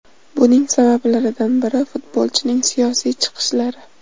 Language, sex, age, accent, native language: Uzbek, female, 18-24, Namangan, Uzbek